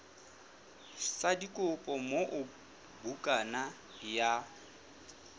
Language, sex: Southern Sotho, male